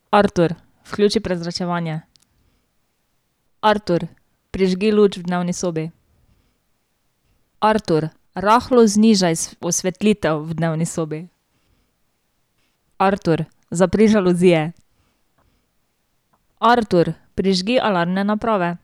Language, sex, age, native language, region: Slovenian, female, 18-29, Slovenian, Drava region